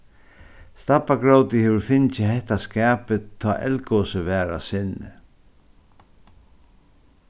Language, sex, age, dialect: Faroese, male, 61+, Suðurstreymoy